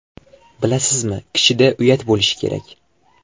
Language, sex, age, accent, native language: Uzbek, male, 12-17, Qashqadaryo, Uzbek